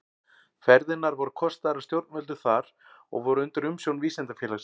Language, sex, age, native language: Icelandic, male, 40-49, Icelandic